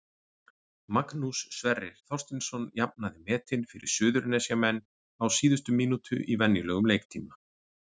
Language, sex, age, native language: Icelandic, male, 40-49, Icelandic